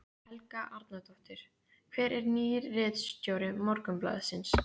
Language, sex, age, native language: Icelandic, female, 15, Icelandic